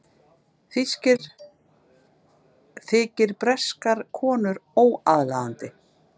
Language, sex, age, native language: Icelandic, female, 50-59, Icelandic